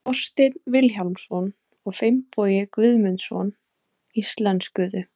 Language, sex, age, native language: Icelandic, female, 20-29, Icelandic